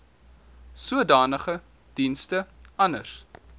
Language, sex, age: Afrikaans, male, 19